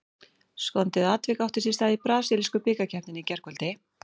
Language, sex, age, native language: Icelandic, female, 40-49, Icelandic